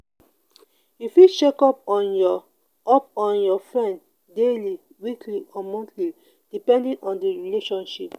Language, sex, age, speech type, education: Nigerian Pidgin, female, 30-45, spontaneous, tertiary